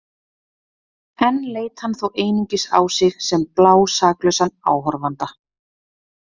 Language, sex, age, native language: Icelandic, female, 30-39, Icelandic